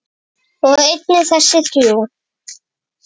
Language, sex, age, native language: Icelandic, female, 8, Icelandic